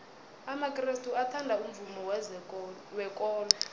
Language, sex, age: South Ndebele, female, 22